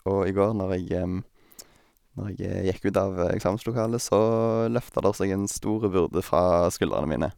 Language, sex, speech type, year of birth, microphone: Norwegian, male, spontaneous, 1990, Sennheiser